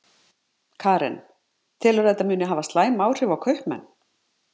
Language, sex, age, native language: Icelandic, male, 50-59, Icelandic